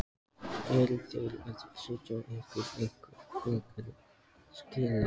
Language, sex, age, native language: Icelandic, male, 14, Icelandic